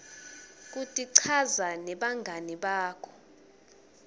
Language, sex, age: Swati, female, 22